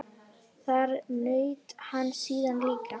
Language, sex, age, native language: Icelandic, female, 10, Icelandic